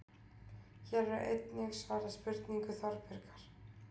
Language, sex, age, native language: Icelandic, female, 20-29, Icelandic